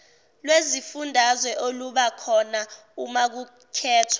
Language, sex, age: Zulu, female, 17